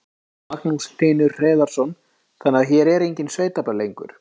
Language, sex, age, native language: Icelandic, male, 30-39, Icelandic